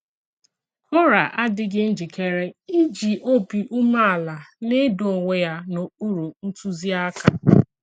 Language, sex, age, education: Igbo, female, 30-45, tertiary